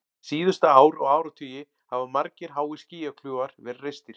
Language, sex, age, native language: Icelandic, male, 40-49, Icelandic